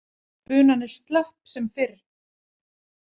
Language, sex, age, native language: Icelandic, female, 40-49, Icelandic